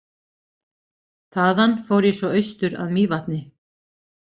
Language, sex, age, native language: Icelandic, female, 40-49, Icelandic